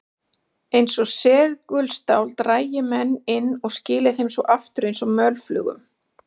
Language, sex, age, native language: Icelandic, female, 40-49, Icelandic